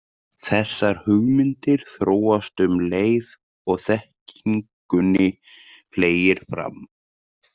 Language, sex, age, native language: Icelandic, male, 30-39, Icelandic